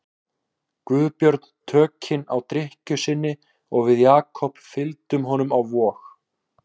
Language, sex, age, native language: Icelandic, male, 18-19, Icelandic